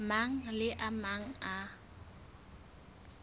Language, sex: Southern Sotho, female